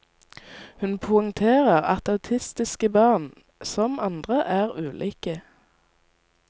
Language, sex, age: Norwegian, female, 19